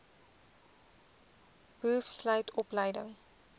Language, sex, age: Afrikaans, female, 20